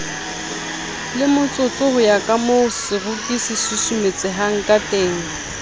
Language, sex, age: Southern Sotho, female, 30